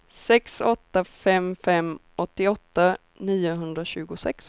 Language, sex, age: Swedish, female, 24